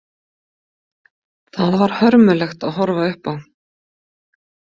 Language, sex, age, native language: Icelandic, female, 50-59, Icelandic